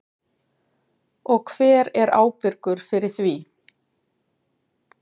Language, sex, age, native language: Icelandic, female, 30-39, Icelandic